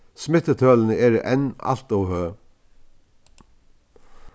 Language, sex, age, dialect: Faroese, male, 61+, Vágar